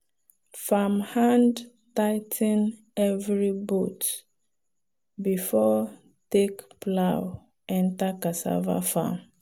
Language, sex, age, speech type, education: Nigerian Pidgin, female, 30-45, spontaneous, tertiary